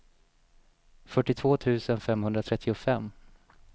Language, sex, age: Swedish, male, 27